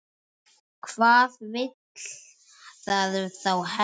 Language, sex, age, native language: Icelandic, male, 10, Icelandic